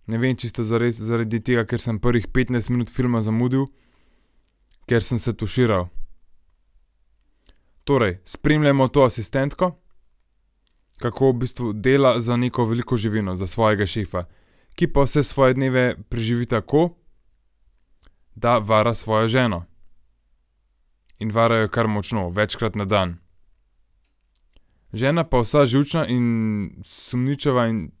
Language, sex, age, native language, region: Slovenian, male, 18-29, Slovenian, Gorenjska region